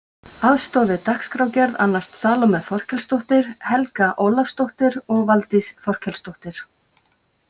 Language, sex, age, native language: Icelandic, female, 50-59, Icelandic